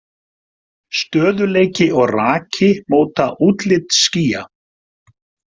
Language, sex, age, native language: Icelandic, male, 50-59, Icelandic